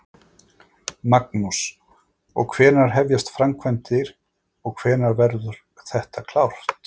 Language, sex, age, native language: Icelandic, male, 40-49, Icelandic